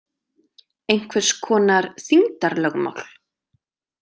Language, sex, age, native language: Icelandic, female, 30-39, Icelandic